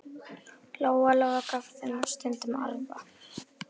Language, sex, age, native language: Icelandic, female, 10, Icelandic